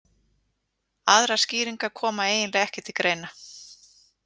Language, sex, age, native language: Icelandic, female, 40-49, Icelandic